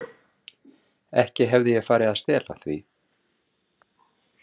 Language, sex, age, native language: Icelandic, male, 30-39, Icelandic